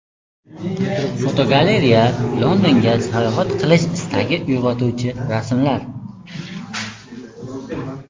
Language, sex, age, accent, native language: Uzbek, male, 18-24, Qashqadaryo, Uzbek